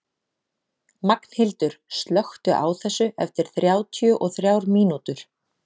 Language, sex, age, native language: Icelandic, female, 30-39, Icelandic